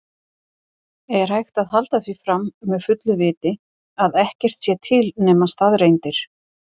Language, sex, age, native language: Icelandic, female, 50-59, Icelandic